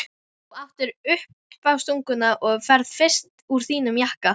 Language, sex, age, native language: Icelandic, female, 11, Icelandic